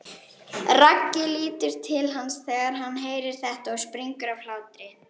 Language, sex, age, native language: Icelandic, female, 18-19, Icelandic